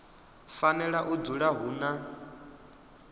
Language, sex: Venda, male